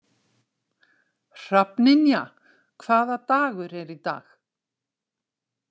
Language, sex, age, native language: Icelandic, female, 60-69, Icelandic